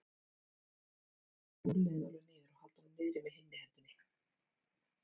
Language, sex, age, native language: Icelandic, female, 30-39, Icelandic